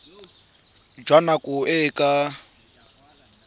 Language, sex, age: Tswana, male, 23